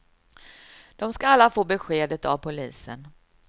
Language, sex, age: Swedish, female, 53